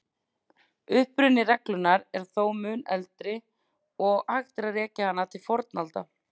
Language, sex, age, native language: Icelandic, female, 30-39, Icelandic